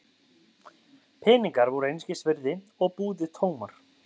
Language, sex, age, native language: Icelandic, male, 30-39, Icelandic